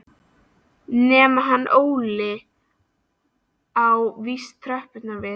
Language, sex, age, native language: Icelandic, female, 13, Icelandic